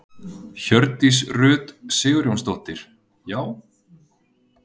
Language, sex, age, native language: Icelandic, male, 30-39, Icelandic